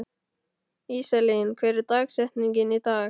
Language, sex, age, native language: Icelandic, male, 12, Icelandic